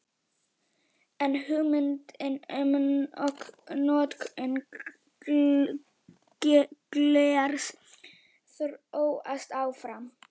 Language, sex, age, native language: Icelandic, female, 11, Icelandic